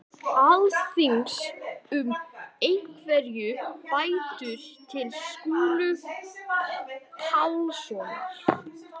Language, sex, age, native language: Icelandic, male, 11, Icelandic